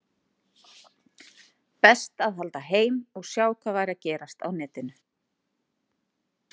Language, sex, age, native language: Icelandic, female, 30-39, Icelandic